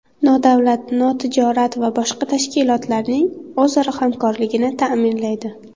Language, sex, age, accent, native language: Uzbek, female, 18-24, Qashqadaryo, Uzbek